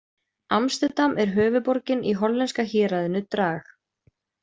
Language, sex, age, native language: Icelandic, female, 20-29, Icelandic